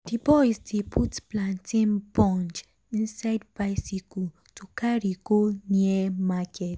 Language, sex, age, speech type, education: Nigerian Pidgin, female, 15-29, spontaneous, tertiary